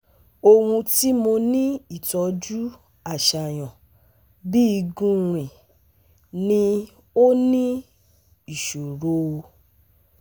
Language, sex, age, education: Yoruba, female, 30-45, tertiary